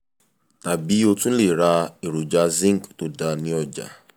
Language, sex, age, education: Yoruba, male, 15-29, tertiary